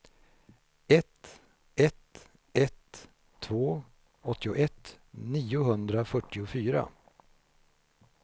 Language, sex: Swedish, male